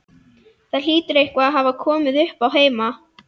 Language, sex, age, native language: Icelandic, female, 11, Icelandic